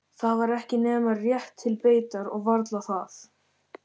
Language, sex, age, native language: Icelandic, male, 13, Icelandic